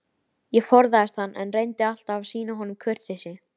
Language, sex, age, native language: Icelandic, female, 13, Icelandic